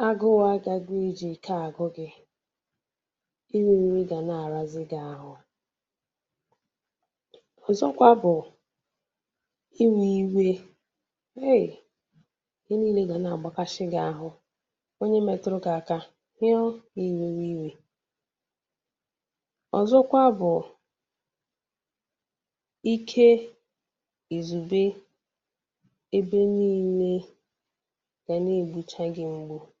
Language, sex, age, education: Igbo, female, 15-29, tertiary